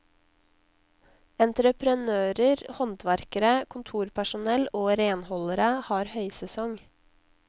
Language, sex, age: Norwegian, female, 19